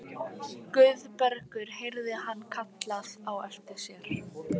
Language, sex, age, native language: Icelandic, female, 15, Icelandic